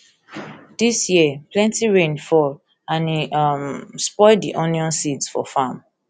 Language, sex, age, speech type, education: Nigerian Pidgin, female, 15-29, spontaneous, tertiary